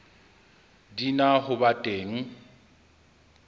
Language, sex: Southern Sotho, male